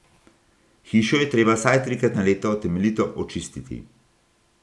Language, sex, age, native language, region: Slovenian, male, 60+, Slovenian, Gorenjska region